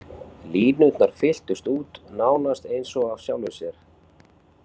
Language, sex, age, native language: Icelandic, male, 40-49, Icelandic